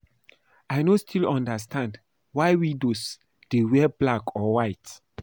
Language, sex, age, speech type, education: Nigerian Pidgin, male, 15-29, read, primary